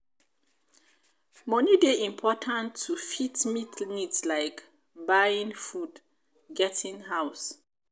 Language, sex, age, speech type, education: Nigerian Pidgin, female, 30-45, spontaneous, tertiary